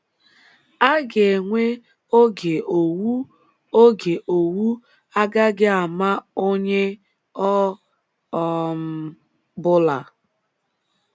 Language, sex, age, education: Igbo, female, 15-29, tertiary